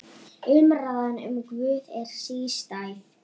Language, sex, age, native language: Icelandic, male, 8, Icelandic